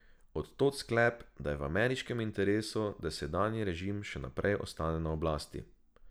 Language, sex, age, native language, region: Slovenian, male, 18-29, Slovenian, Drava region